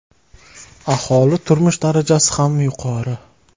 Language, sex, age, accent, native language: Uzbek, male, 19-29, Jizzax, Uzbek